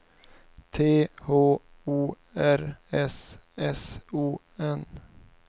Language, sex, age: Swedish, male, 19